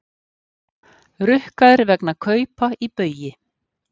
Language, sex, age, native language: Icelandic, female, 50-59, Icelandic